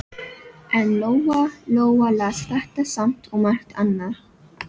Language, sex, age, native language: Icelandic, female, 12, Filipino